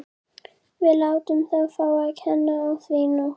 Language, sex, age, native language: Icelandic, female, 11, Icelandic